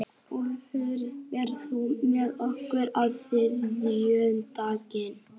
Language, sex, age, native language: Icelandic, female, 30-39, Icelandic